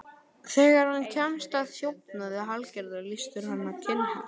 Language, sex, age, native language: Icelandic, male, 11, Icelandic